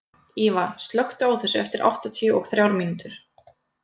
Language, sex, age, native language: Icelandic, female, 30-39, Icelandic